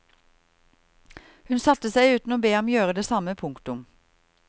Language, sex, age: Norwegian, female, 38